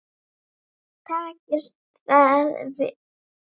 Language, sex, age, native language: Icelandic, female, 9, Icelandic